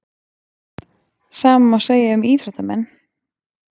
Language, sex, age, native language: Icelandic, female, 20-29, Icelandic